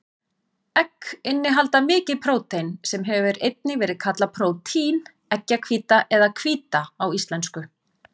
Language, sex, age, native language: Icelandic, female, 40-49, Icelandic